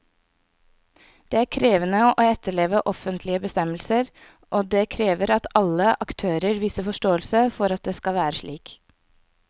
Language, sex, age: Norwegian, female, 24